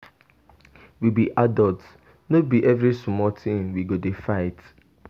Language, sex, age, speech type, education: Nigerian Pidgin, male, 15-29, spontaneous, tertiary